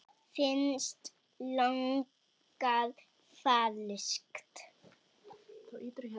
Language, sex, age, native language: Icelandic, female, 6, Icelandic